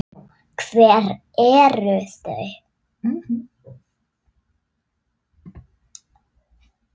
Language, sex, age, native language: Icelandic, female, 6, Icelandic